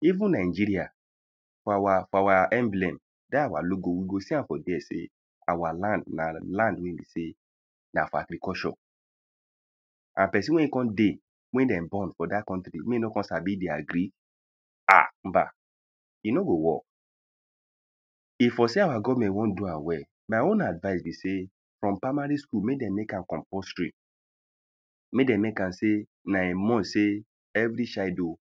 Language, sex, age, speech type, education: Nigerian Pidgin, male, 30-45, spontaneous, primary